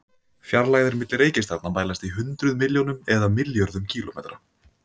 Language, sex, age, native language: Icelandic, male, 20-29, Icelandic